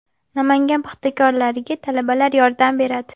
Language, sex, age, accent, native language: Uzbek, female, 12-17, Andijon, Uzbek